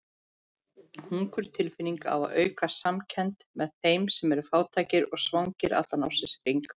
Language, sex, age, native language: Icelandic, female, 40-49, Icelandic